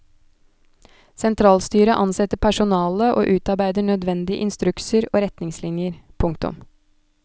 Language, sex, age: Norwegian, female, 29